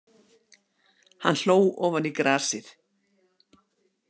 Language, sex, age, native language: Icelandic, female, 60-69, Icelandic